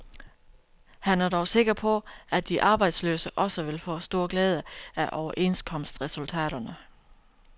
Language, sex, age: Danish, female, 32